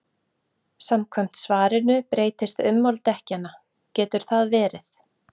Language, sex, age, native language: Icelandic, female, 40-49, Icelandic